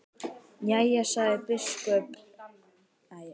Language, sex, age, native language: Icelandic, male, 10, Icelandic